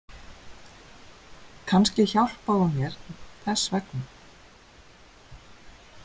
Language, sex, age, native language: Icelandic, female, 30-39, Icelandic